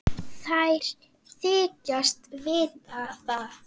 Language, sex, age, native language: Icelandic, female, 9, Icelandic